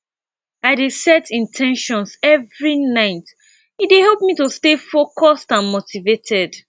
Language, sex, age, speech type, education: Nigerian Pidgin, female, 15-29, spontaneous, tertiary